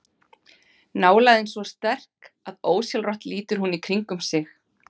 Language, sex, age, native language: Icelandic, female, 50-59, Icelandic